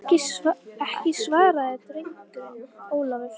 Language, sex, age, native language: Icelandic, female, 18-19, Icelandic